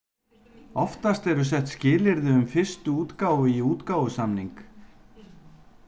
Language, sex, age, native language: Icelandic, male, 50-59, Icelandic